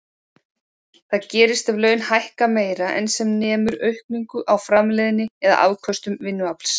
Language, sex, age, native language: Icelandic, female, 40-49, Icelandic